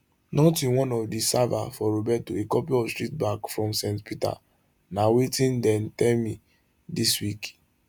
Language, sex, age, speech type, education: Nigerian Pidgin, male, 15-29, spontaneous, tertiary